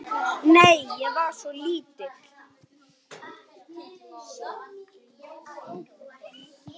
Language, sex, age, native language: Icelandic, male, 8, Icelandic